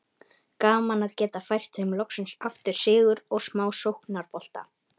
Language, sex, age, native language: Icelandic, male, 18-19, Icelandic